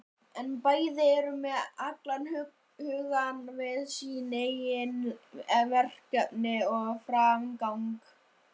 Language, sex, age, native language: Icelandic, female, 50-59, Icelandic